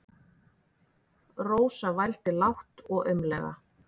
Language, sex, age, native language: Icelandic, female, 40-49, Icelandic